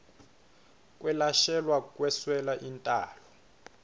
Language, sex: Swati, male